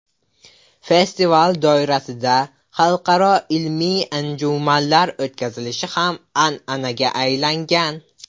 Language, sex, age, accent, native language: Uzbek, male, under 19, Buxoro, Uzbek